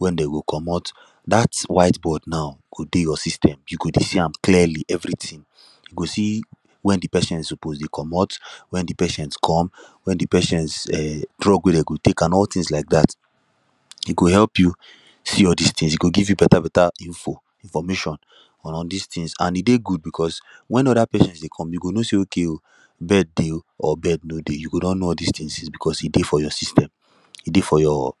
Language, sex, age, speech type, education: Nigerian Pidgin, male, 15-29, spontaneous, tertiary